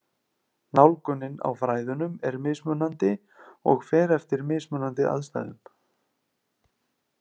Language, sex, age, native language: Icelandic, male, 30-39, Icelandic